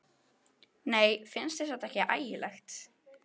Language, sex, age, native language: Icelandic, female, 12, Icelandic